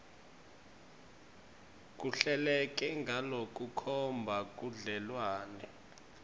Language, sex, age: Swati, male, 25